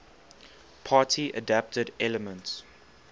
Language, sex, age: English, male, 19